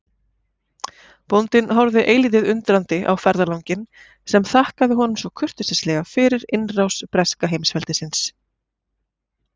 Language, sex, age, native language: Icelandic, female, 40-49, Icelandic